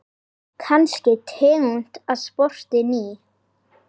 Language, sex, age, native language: Icelandic, female, 10, Icelandic